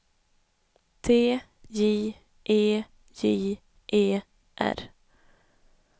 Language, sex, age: Swedish, female, 21